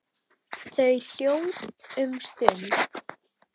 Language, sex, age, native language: Icelandic, female, 10, Icelandic